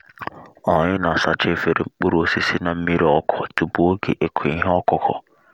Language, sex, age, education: Igbo, male, 15-29, secondary